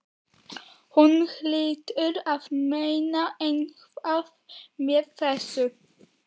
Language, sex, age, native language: Icelandic, male, 11, Icelandic